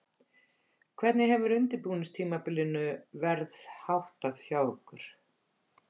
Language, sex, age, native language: Icelandic, female, 50-59, Icelandic